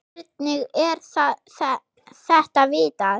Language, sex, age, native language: Icelandic, male, 6, Icelandic